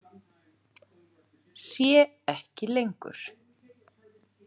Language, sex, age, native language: Icelandic, female, 40-49, Icelandic